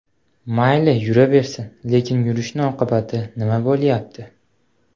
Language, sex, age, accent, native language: Uzbek, male, 18-24, Andijon, Uzbek